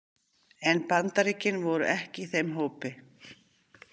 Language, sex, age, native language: Icelandic, female, 50-59, Icelandic